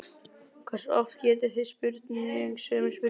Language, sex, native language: Icelandic, male, Icelandic